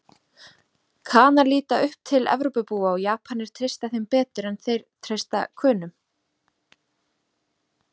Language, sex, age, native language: Icelandic, female, 30-39, Icelandic